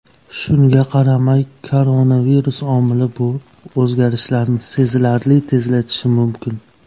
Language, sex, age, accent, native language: Uzbek, male, 19-29, Namangan, Uzbek